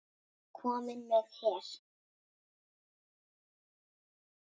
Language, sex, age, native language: Icelandic, female, 8, Icelandic